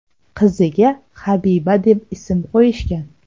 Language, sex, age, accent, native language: Uzbek, female, 18-24, Toshkent shahri, Uzbek